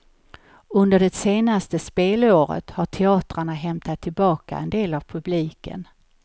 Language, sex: Swedish, female